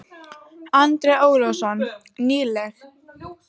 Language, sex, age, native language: Icelandic, female, 12, Icelandic